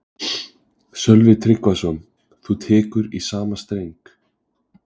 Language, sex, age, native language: Icelandic, male, 20-29, Icelandic